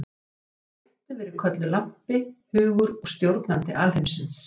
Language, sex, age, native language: Icelandic, female, 50-59, Icelandic